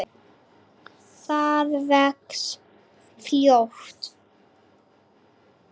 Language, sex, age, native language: Icelandic, female, 8, Icelandic